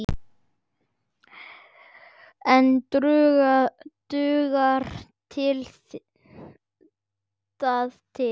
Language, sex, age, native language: Icelandic, male, 10, Icelandic